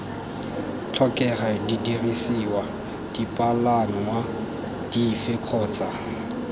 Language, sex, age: Tswana, male, 19